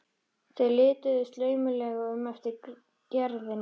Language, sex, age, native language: Icelandic, female, 13, Icelandic